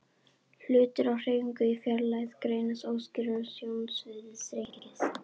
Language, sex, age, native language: Icelandic, female, 11, Icelandic